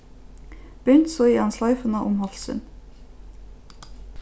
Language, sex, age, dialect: Faroese, female, 15-35, Norðurstreymoy/Eysturoy